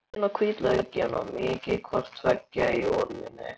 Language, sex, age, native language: Icelandic, male, 13, Icelandic